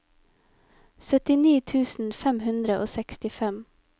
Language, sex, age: Norwegian, female, 25